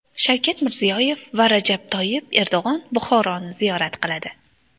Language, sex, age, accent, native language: Uzbek, female, 18-24, Andijon, Uzbek